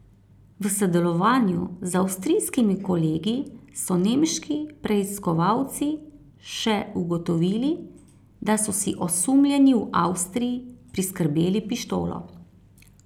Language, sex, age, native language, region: Slovenian, female, 30-49, Slovenian, Carinthia region